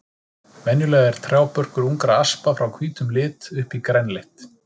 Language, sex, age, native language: Icelandic, male, 30-39, Icelandic